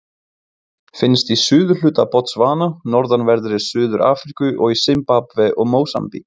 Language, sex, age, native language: Icelandic, male, 20-29, Icelandic